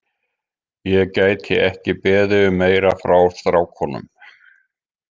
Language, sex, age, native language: Icelandic, male, 50-59, Icelandic